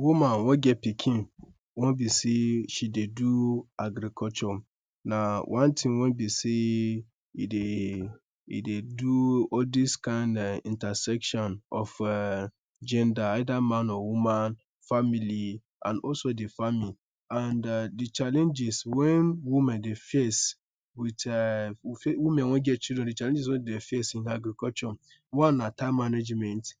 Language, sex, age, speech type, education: Nigerian Pidgin, male, 15-29, spontaneous, tertiary